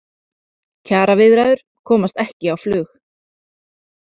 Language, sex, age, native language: Icelandic, female, 30-39, Icelandic